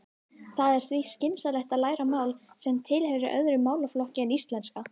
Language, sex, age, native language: Icelandic, female, 18-19, Icelandic